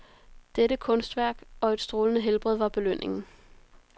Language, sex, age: Danish, female, 33